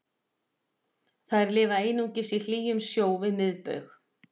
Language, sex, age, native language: Icelandic, female, 40-49, Icelandic